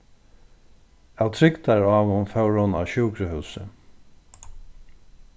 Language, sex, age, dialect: Faroese, male, 36-60, Norðurstreymoy/Eysturoy